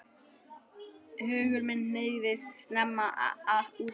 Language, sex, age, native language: Icelandic, male, 11, Icelandic